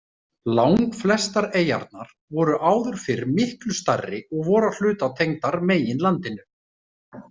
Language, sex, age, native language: Icelandic, male, 30-39, Icelandic